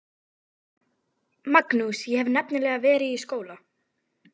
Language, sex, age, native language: Icelandic, female, 12, Icelandic